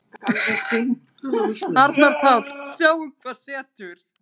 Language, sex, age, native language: Icelandic, female, 20-29, Icelandic